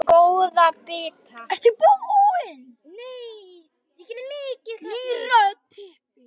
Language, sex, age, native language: Icelandic, other, 10, Icelandic